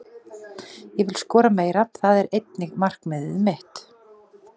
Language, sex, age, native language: Icelandic, female, 40-49, Icelandic